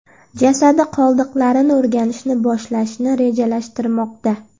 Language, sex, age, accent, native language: Uzbek, female, under 19, Andijon, Uzbek